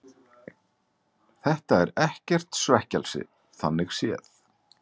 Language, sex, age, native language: Icelandic, male, 40-49, Icelandic